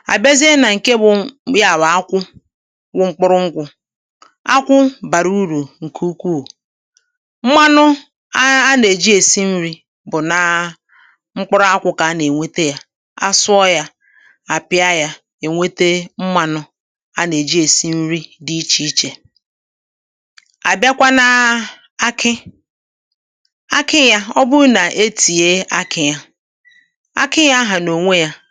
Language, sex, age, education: Igbo, male, 30-45, tertiary